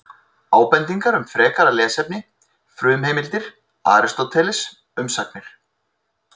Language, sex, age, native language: Icelandic, male, 30-39, Icelandic